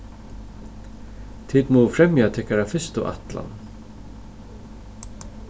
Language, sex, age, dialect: Faroese, male, 36-60, Suðurstreymoy